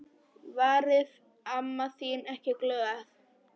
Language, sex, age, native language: Icelandic, female, 10, Polish